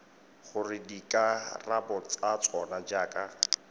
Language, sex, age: Tswana, male, 18